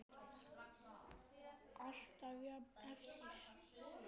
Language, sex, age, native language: Icelandic, other, 10, Icelandic